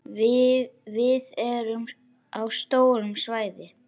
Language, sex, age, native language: Icelandic, male, 8, Icelandic